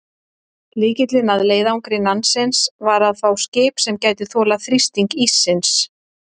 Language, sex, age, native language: Icelandic, female, 30-39, Icelandic